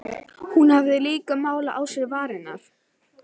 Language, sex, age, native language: Icelandic, female, 11, Icelandic